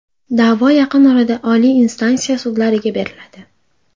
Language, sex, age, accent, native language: Uzbek, female, 18-24, Andijon, Uzbek